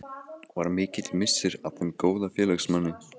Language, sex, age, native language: Icelandic, male, 15, Icelandic